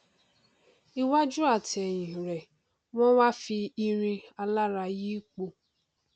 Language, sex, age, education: Yoruba, female, 15-29, tertiary